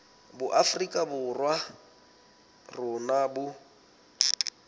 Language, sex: Southern Sotho, male